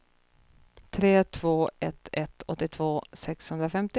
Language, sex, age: Swedish, female, 30